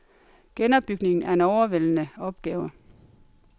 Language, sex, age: Danish, female, 42